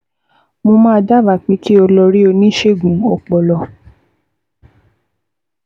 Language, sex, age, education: Yoruba, female, 15-29, tertiary